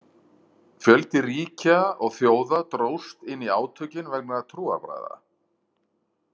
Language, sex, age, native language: Icelandic, male, 50-59, Icelandic